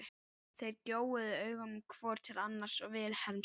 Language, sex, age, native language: Icelandic, female, 11, Icelandic